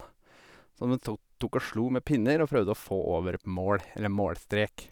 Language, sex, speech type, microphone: Norwegian, male, spontaneous, Sennheiser